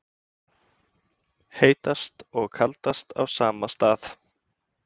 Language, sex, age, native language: Icelandic, male, 20-29, Icelandic